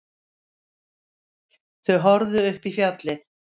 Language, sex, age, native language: Icelandic, female, 60-69, Icelandic